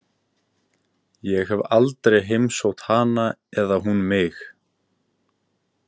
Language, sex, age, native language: Icelandic, male, 18-19, Icelandic